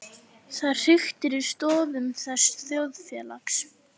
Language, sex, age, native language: Icelandic, female, 11, Icelandic